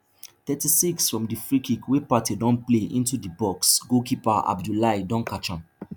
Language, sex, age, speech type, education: Nigerian Pidgin, male, 15-29, spontaneous, tertiary